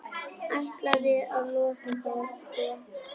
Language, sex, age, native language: Icelandic, female, 10, Icelandic